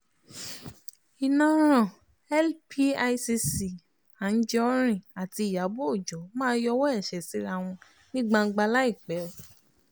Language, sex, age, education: Yoruba, female, 30-45, tertiary